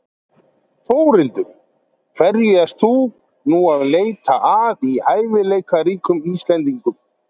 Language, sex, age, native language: Icelandic, male, 40-49, Icelandic